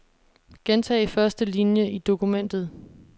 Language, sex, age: Danish, female, 26